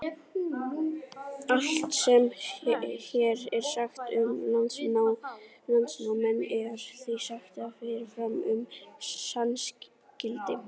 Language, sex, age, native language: Icelandic, female, 40-49, Icelandic